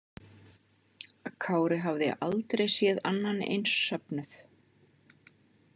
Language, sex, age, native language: Icelandic, female, 50-59, Icelandic